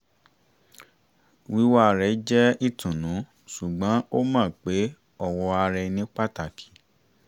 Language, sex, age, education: Yoruba, male, 30-45, tertiary